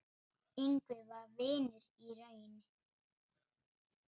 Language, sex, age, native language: Icelandic, male, 8, Icelandic